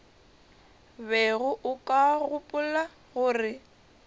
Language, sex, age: Northern Sotho, female, 21